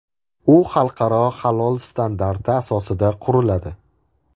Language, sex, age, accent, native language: Uzbek, male, 18-24, Andijon, Uzbek